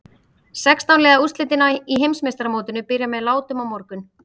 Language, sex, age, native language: Icelandic, female, 30-39, Icelandic